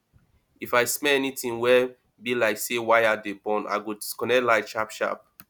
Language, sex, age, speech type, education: Nigerian Pidgin, male, 30-45, spontaneous, tertiary